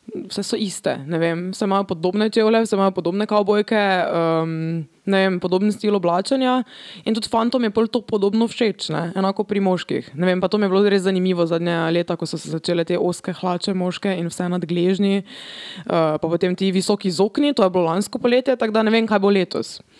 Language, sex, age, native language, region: Slovenian, female, 18-29, Slovenian, Drava region